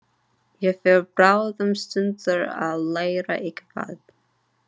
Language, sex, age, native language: Icelandic, female, 30-39, English